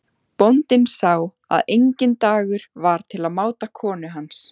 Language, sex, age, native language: Icelandic, female, 14, Icelandic